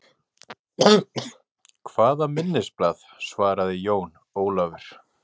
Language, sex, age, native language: Icelandic, male, 40-49, Icelandic